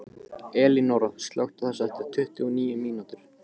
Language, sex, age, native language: Icelandic, male, 15, Icelandic